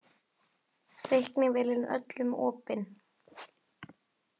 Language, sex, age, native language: Icelandic, female, 18-19, Icelandic